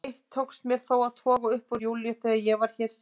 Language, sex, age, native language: Icelandic, female, 30-39, Icelandic